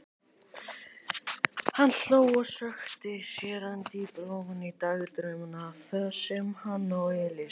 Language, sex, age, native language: Icelandic, male, 18-19, Icelandic